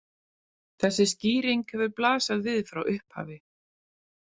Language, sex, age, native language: Icelandic, female, 40-49, Icelandic